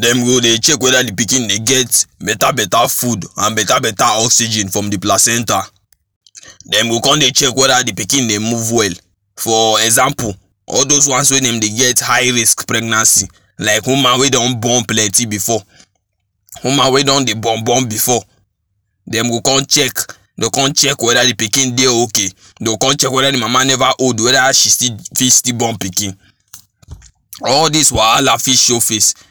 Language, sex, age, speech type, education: Nigerian Pidgin, male, 15-29, spontaneous, tertiary